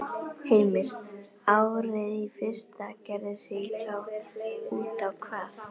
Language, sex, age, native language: Icelandic, other, 11, Icelandic